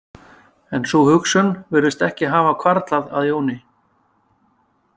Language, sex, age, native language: Icelandic, male, 50-59, Icelandic